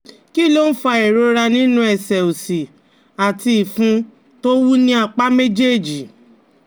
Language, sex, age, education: Yoruba, female, 30-45, tertiary